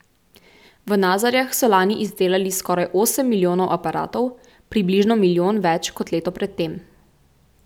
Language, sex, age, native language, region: Slovenian, female, 18-29, Slovenian, Central Slovenia